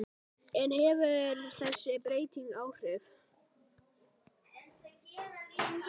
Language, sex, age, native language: Icelandic, male, 9, Icelandic